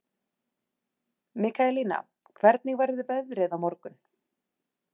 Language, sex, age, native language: Icelandic, female, 30-39, Icelandic